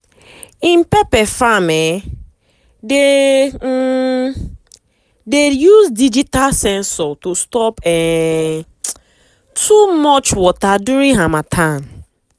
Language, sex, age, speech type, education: Nigerian Pidgin, female, 15-29, spontaneous, tertiary